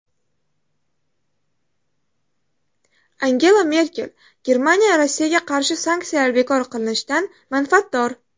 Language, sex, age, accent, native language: Uzbek, female, 18-24, Toshkent shahri, Uzbek